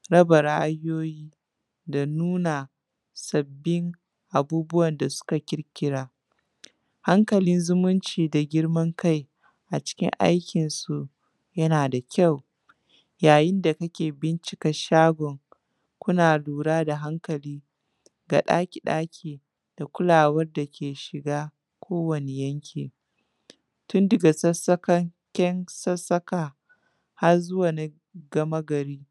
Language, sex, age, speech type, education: Hausa, female, 15-29, spontaneous, tertiary